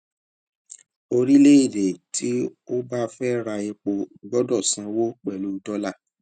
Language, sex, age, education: Yoruba, male, 30-45, tertiary